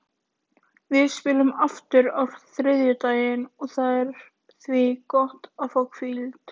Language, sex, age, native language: Icelandic, female, 18-19, Icelandic